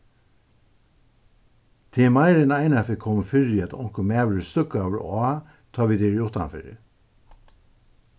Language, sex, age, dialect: Faroese, male, 61+, Suðuroy